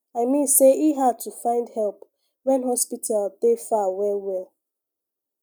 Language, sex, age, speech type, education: Nigerian Pidgin, female, 15-29, spontaneous, secondary